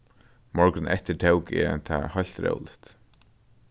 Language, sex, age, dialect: Faroese, male, 15-35, Norðurstreymoy/Eysturoy